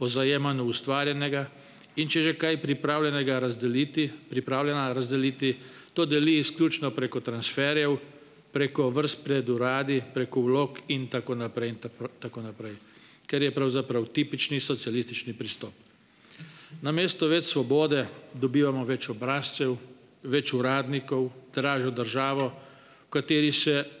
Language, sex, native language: Slovenian, male, Slovenian